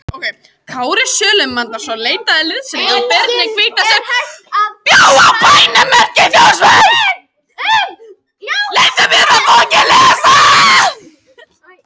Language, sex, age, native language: Icelandic, female, 18-19, Icelandic